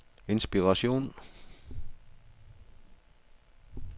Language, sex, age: Danish, male, 62